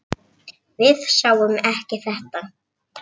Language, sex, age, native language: Icelandic, female, 7, Icelandic